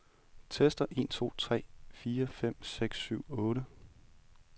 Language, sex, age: Danish, male, 31